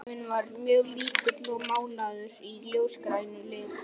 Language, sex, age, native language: Icelandic, male, 11, Icelandic